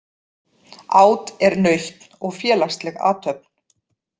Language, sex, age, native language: Icelandic, female, 40-49, Icelandic